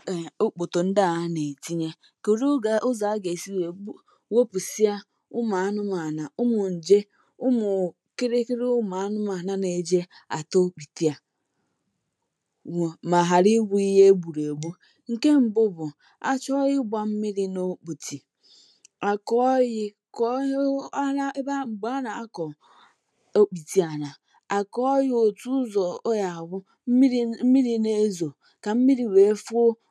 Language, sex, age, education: Igbo, female, 15-29, tertiary